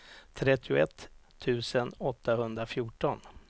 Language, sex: Swedish, male